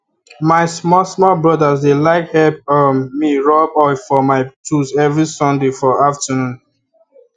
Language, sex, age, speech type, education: Nigerian Pidgin, male, 15-29, spontaneous, tertiary